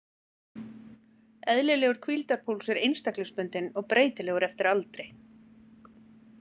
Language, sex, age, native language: Icelandic, female, 40-49, Icelandic